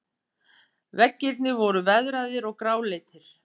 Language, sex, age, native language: Icelandic, female, 50-59, Icelandic